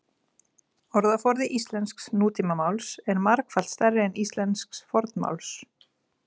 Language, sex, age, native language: Icelandic, female, 30-39, Icelandic